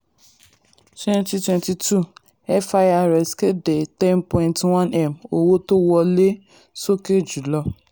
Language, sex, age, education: Yoruba, female, 15-29, secondary